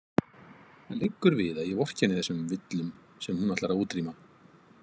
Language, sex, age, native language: Icelandic, male, 50-59, Icelandic